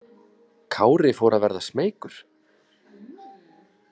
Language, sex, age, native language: Icelandic, male, 20-29, Icelandic